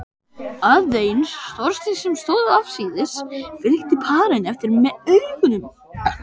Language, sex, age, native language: Icelandic, male, 12, Icelandic